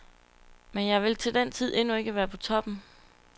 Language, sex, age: Danish, female, 22